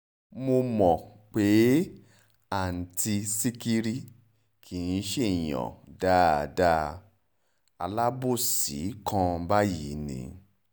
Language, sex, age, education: Yoruba, male, 30-45, tertiary